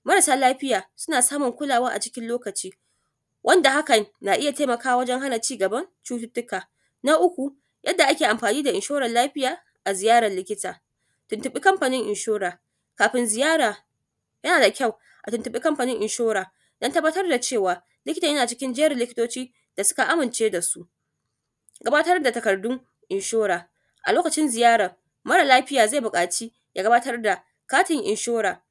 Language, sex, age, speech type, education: Hausa, female, 30-45, spontaneous, tertiary